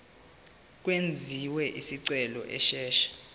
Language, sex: Zulu, male